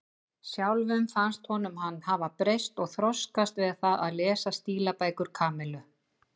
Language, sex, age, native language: Icelandic, female, 50-59, Icelandic